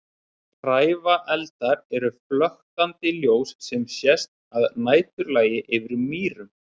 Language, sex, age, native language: Icelandic, male, 30-39, Icelandic